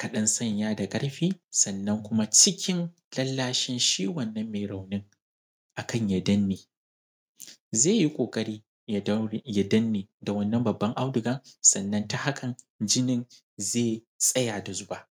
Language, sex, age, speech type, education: Hausa, male, 15-29, spontaneous, secondary